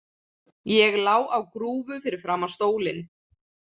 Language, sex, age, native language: Icelandic, female, 20-29, Icelandic